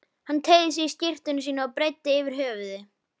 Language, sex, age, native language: Icelandic, female, 11, Icelandic